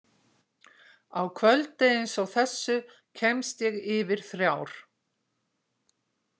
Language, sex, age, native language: Icelandic, female, 60-69, Icelandic